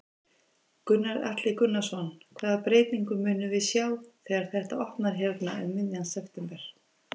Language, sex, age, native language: Icelandic, female, 50-59, Icelandic